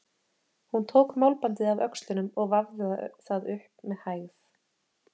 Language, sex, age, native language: Icelandic, female, 30-39, Icelandic